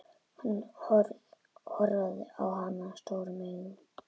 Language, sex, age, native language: Icelandic, female, 10, Icelandic